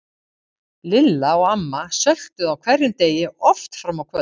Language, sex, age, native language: Icelandic, female, 50-59, Icelandic